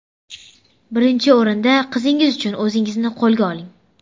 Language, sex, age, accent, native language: Uzbek, female, under 19, Surxondaryo, Uzbek